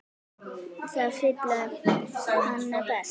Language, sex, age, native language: Icelandic, female, 9, Icelandic